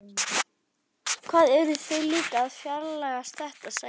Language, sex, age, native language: Icelandic, other, 11, Icelandic